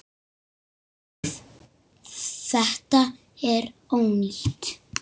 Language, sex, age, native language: Icelandic, female, 6, Icelandic